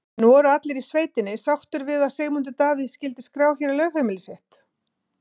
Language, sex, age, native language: Icelandic, female, 50-59, Icelandic